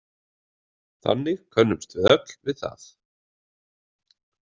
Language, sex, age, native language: Icelandic, male, 20-29, Icelandic